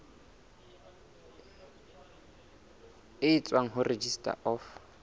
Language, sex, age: Southern Sotho, male, 22